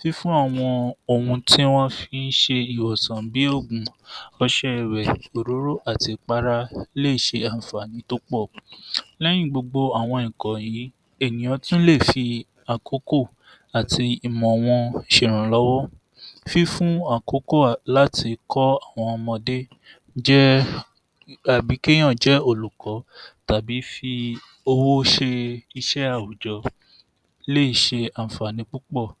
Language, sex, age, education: Yoruba, male, 46-60, tertiary